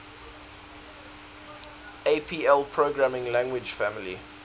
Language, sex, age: English, male, 19